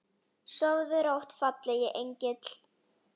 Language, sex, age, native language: Icelandic, female, 9, Icelandic